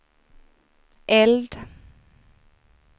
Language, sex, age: Swedish, female, 23